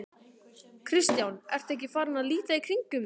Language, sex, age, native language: Icelandic, male, 12, Icelandic